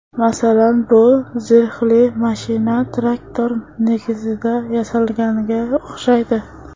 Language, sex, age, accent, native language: Uzbek, female, under 19, Toshkent shahri, Uzbek